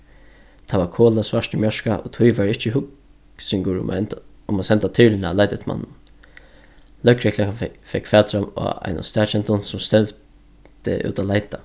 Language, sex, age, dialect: Faroese, male, 15-35, Suðurstreymoy